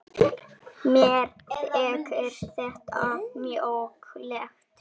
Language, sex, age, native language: Icelandic, female, 6, Icelandic